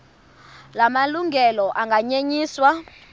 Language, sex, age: Xhosa, female, 32